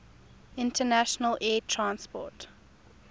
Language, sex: English, female